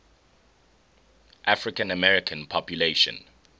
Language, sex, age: English, male, 21